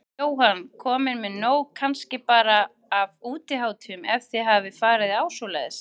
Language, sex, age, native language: Icelandic, female, 30-39, Icelandic